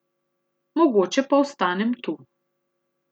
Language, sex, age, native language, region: Slovenian, female, 30-49, Slovenian, Central Slovenia